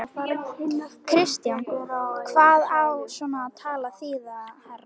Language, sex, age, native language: Icelandic, female, 11, Icelandic